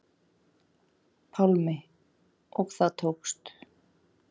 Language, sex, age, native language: Icelandic, female, 40-49, Icelandic